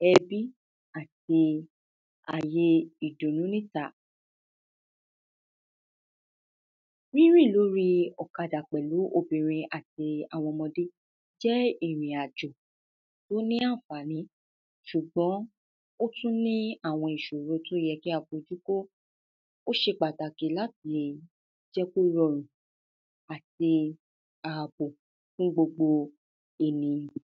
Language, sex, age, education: Yoruba, female, 15-29, tertiary